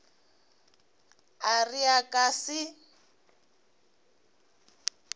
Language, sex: Northern Sotho, female